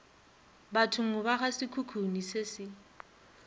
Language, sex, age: Northern Sotho, female, 30